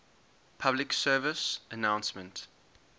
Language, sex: English, male